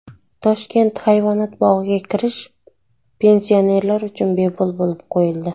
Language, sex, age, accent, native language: Uzbek, female, 19-29, Surxondaryo, Uzbek